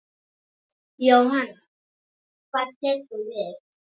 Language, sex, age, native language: Icelandic, female, 9, Icelandic